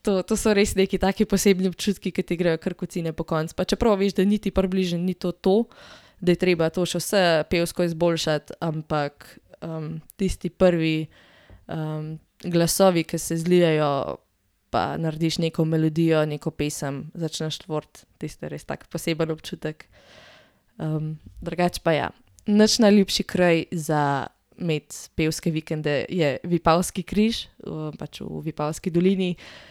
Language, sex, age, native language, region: Slovenian, female, 18-29, Slovenian, Gorenjska region